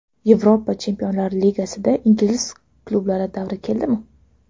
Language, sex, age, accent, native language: Uzbek, female, 12-17, Toshkent shahri, Uzbek